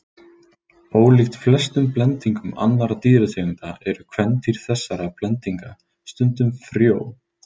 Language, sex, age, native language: Icelandic, male, 20-29, Icelandic